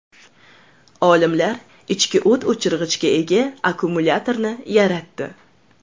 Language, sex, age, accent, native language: Uzbek, female, 18-24, Toshkent shahri, Uzbek